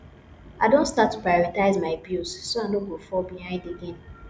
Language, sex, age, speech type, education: Nigerian Pidgin, female, 15-29, spontaneous, tertiary